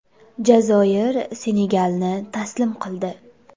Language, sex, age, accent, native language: Uzbek, female, 18-24, Jizzax, Uzbek